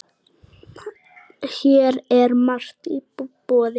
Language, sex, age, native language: Icelandic, female, 9, Icelandic